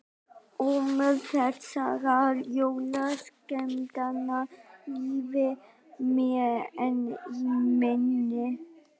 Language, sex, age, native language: Icelandic, female, 12, Icelandic